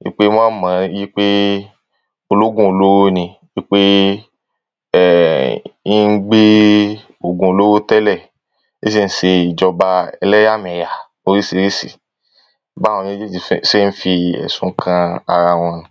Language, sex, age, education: Yoruba, male, 15-29, tertiary